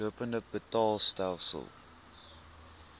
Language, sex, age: Afrikaans, male, 19